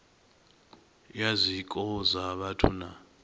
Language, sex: Venda, male